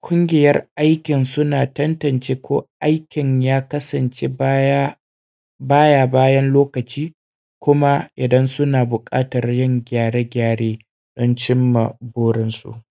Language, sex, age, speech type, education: Hausa, male, 30-45, spontaneous, primary